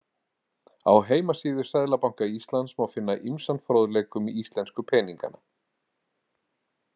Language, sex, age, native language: Icelandic, male, 40-49, Icelandic